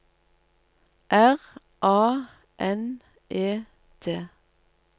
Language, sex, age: Norwegian, female, 47